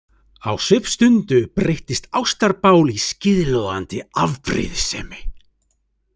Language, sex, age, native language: Icelandic, male, 30-39, Icelandic